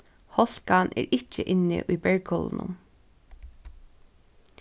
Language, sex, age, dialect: Faroese, female, 15-35, Suðurstreymoy